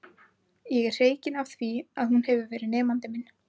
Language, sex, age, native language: Icelandic, female, 20-29, Icelandic